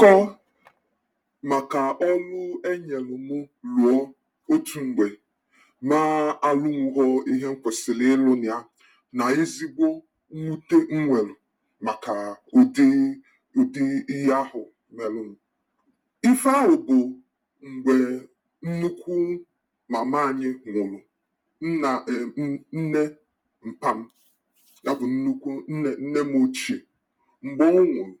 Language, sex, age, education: Igbo, male, 30-45, tertiary